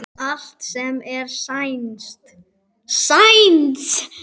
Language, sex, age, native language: Icelandic, male, 10, Icelandic